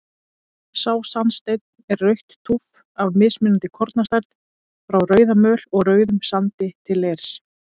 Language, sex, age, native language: Icelandic, female, 30-39, Icelandic